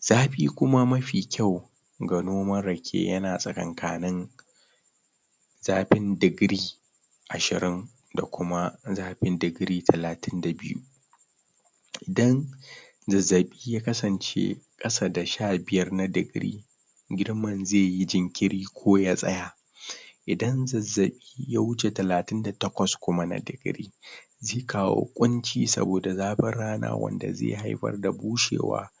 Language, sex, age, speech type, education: Hausa, male, 30-45, spontaneous, tertiary